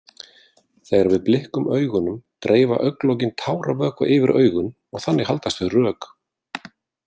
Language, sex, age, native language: Icelandic, male, 40-49, Icelandic